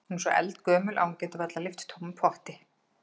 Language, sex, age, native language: Icelandic, female, 40-49, Icelandic